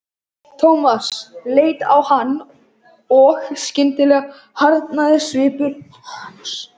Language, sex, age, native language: Icelandic, male, 11, Icelandic